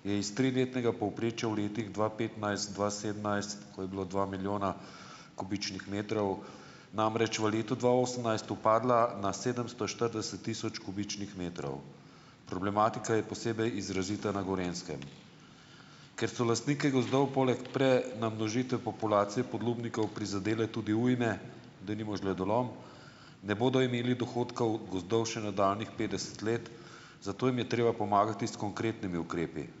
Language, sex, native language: Slovenian, male, Slovenian